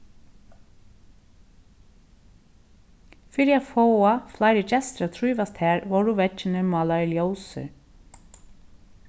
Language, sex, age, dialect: Faroese, female, 36-60, Norðurstreymoy/Eysturoy